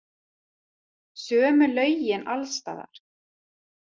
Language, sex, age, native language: Icelandic, female, 40-49, Icelandic